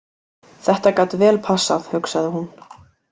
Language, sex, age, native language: Icelandic, female, 18-19, Icelandic